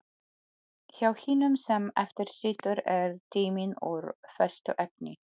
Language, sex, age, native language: Icelandic, female, 40-49, Polish